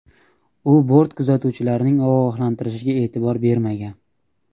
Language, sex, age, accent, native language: Uzbek, male, 18-24, Namangan, Uzbek